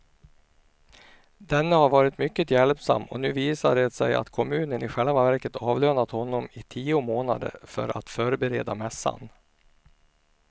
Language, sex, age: Swedish, male, 49